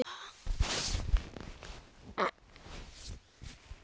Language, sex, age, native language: Icelandic, male, 10, Icelandic